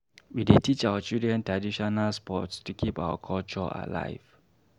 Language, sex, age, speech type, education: Nigerian Pidgin, male, 30-45, read, primary